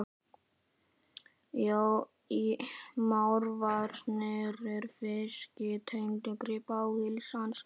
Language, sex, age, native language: Icelandic, male, 11, Icelandic